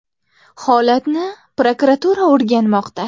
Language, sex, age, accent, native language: Uzbek, female, 19-29, Qashqadaryo, Uzbek